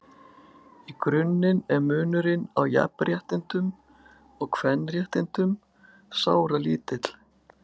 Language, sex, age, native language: Icelandic, female, 60-69, Icelandic